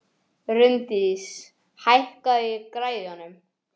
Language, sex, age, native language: Icelandic, male, 18-19, English